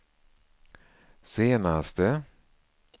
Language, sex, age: Swedish, male, 49